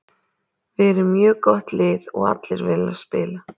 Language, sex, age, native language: Icelandic, female, 30-39, Icelandic